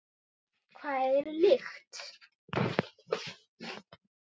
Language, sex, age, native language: Icelandic, male, 9, Icelandic